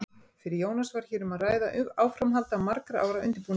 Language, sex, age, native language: Icelandic, female, 50-59, Icelandic